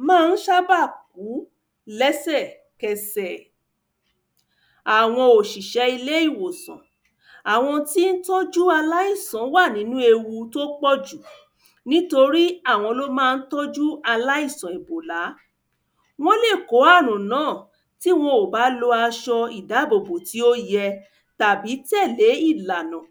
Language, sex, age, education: Yoruba, female, 30-45, tertiary